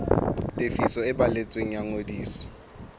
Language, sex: Southern Sotho, male